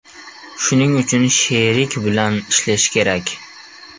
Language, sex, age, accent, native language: Uzbek, male, 12-17, Namangan, Uzbek